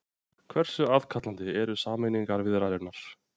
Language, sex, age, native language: Icelandic, male, 20-29, Icelandic